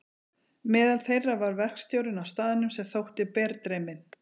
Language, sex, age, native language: Icelandic, female, 40-49, Icelandic